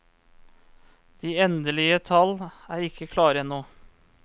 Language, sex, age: Norwegian, male, 34